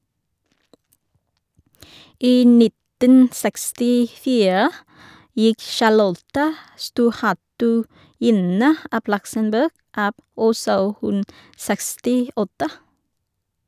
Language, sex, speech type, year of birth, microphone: Norwegian, female, read, 1983, Shure